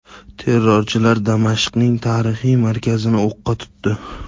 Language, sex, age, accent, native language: Uzbek, male, 18-24, Qashqadaryo, Uzbek